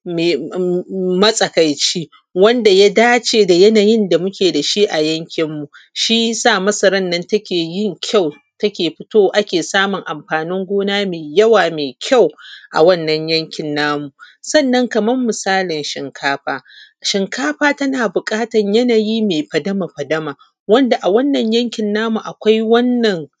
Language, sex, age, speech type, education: Hausa, female, 30-45, spontaneous, primary